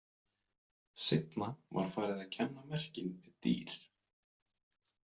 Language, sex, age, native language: Icelandic, male, 20-29, Icelandic